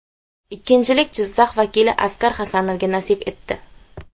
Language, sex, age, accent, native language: Uzbek, female, 18-24, Xorazm, Uzbek